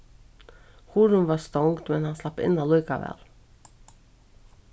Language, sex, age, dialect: Faroese, female, 36-60, Suðuroy